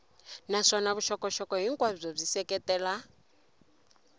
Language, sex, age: Tsonga, female, 20